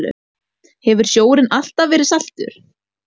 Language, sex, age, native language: Icelandic, female, 18-19, Icelandic